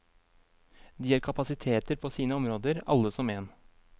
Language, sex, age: Norwegian, male, 23